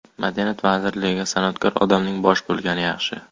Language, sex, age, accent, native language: Uzbek, male, under 19, Surxondaryo, Uzbek